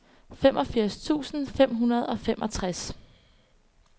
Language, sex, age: Danish, female, 21